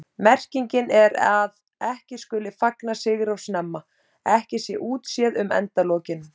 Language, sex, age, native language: Icelandic, female, 30-39, Icelandic